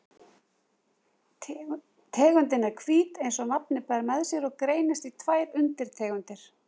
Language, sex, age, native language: Icelandic, female, 40-49, Icelandic